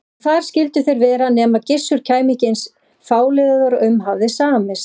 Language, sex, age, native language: Icelandic, female, 40-49, Icelandic